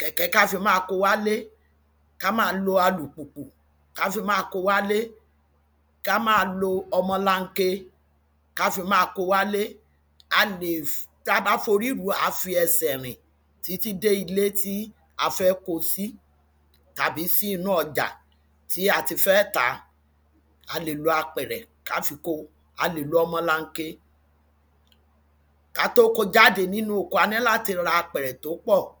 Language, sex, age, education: Yoruba, female, 46-60, tertiary